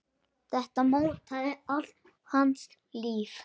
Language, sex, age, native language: Icelandic, male, 10, Icelandic